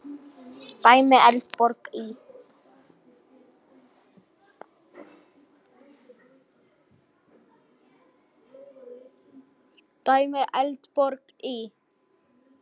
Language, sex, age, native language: Icelandic, male, 8, Icelandic